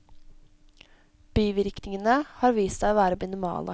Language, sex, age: Norwegian, female, 17